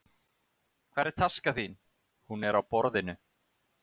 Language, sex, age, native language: Icelandic, male, 30-39, Icelandic